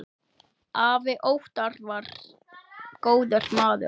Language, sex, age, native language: Icelandic, male, 8, Icelandic